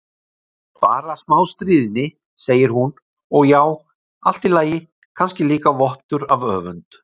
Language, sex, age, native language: Icelandic, male, 60-69, Icelandic